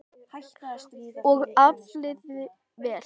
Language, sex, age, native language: Icelandic, female, 10, Icelandic